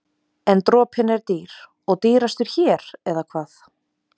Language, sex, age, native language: Icelandic, female, 20-29, Icelandic